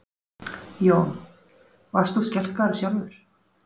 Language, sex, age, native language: Icelandic, female, 40-49, Icelandic